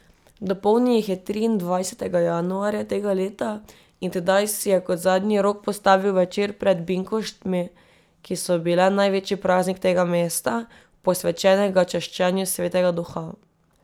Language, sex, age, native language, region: Slovenian, female, 18-29, Slovenian, Drava region